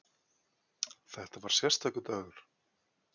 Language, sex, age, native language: Icelandic, male, 40-49, Icelandic